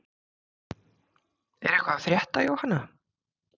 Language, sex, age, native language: Icelandic, female, 30-39, Icelandic